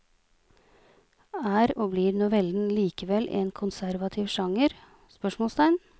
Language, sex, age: Norwegian, female, 46